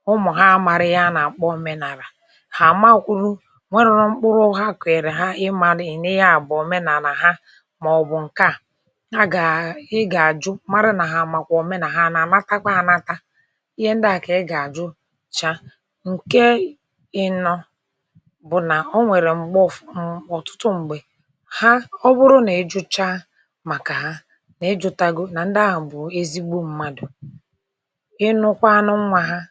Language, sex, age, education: Igbo, female, 46-60, tertiary